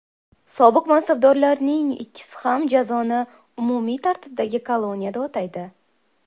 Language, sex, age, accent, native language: Uzbek, female, 19-29, Toshkent shahri, Uzbek